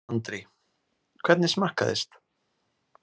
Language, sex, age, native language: Icelandic, male, 40-49, Icelandic